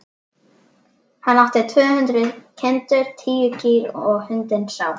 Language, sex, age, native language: Icelandic, female, 12, Icelandic